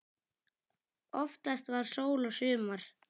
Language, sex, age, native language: Icelandic, male, 10, Icelandic